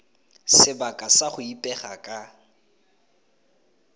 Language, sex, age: Tswana, male, 20